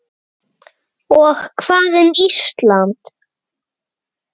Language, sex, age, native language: Icelandic, female, 8, Icelandic